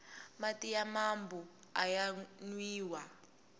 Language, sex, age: Tsonga, female, 18